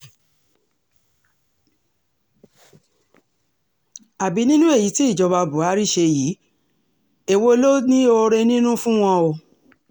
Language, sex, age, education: Yoruba, female, 60+, tertiary